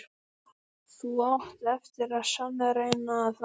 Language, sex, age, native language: Icelandic, female, 12, Icelandic